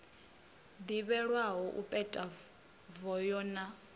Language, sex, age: Venda, female, 22